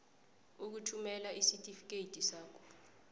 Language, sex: South Ndebele, female